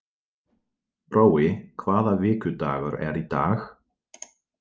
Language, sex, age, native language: Icelandic, male, 40-49, Dutch